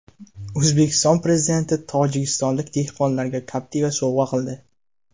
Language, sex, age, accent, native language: Uzbek, male, 18-24, Namangan, Uzbek